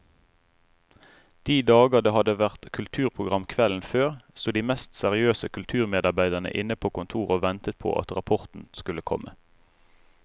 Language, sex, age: Norwegian, male, 35